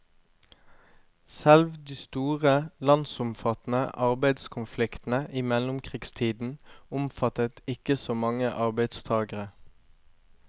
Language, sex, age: Norwegian, male, 25